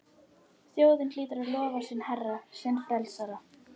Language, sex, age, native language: Icelandic, female, 12, Icelandic